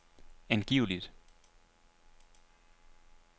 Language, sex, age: Danish, male, 24